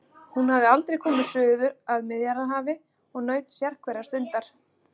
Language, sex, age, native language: Icelandic, female, 40-49, Icelandic